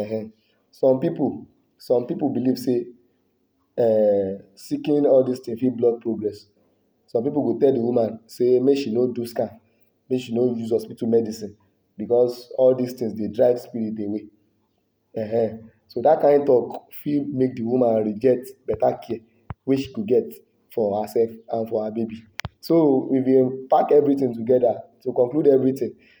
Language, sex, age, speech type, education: Nigerian Pidgin, male, 60+, spontaneous, tertiary